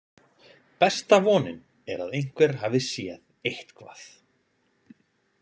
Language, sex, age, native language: Icelandic, male, 20-29, Icelandic